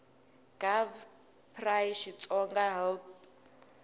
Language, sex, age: Tsonga, female, 18